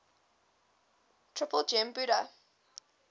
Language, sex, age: English, female, 20